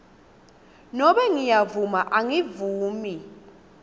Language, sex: Swati, female